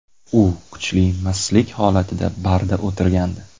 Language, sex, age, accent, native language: Uzbek, male, 18-24, Qashqadaryo, Uzbek